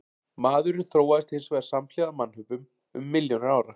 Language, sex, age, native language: Icelandic, male, 40-49, Icelandic